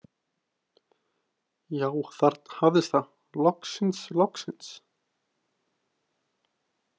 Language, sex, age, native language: Icelandic, male, 20-29, Icelandic